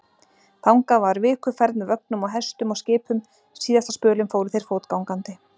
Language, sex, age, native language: Icelandic, female, 40-49, Icelandic